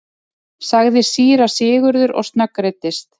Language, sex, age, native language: Icelandic, female, 30-39, Icelandic